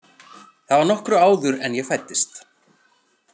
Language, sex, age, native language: Icelandic, male, 40-49, Icelandic